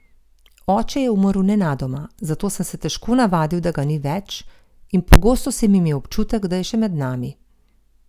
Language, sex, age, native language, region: Slovenian, female, 50-59, Slovenian, Gorenjska region